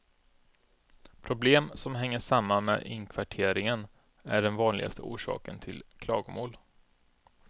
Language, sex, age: Swedish, male, 32